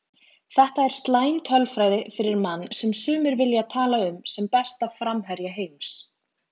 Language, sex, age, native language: Icelandic, female, 20-29, Icelandic